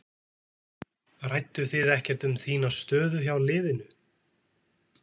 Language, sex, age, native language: Icelandic, male, 20-29, Icelandic